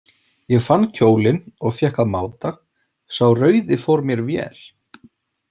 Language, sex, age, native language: Icelandic, male, 40-49, Icelandic